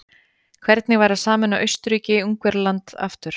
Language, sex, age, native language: Icelandic, female, 30-39, Icelandic